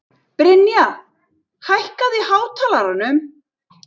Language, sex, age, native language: Icelandic, female, 60-69, Icelandic